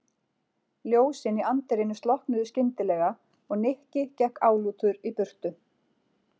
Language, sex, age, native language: Icelandic, female, 40-49, Icelandic